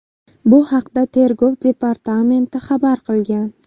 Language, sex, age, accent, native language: Uzbek, female, 18-24, Buxoro, Uzbek